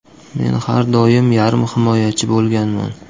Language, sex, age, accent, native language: Uzbek, male, 25-34, Qashqadaryo, Uzbek